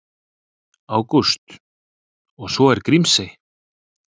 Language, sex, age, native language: Icelandic, male, 30-39, Icelandic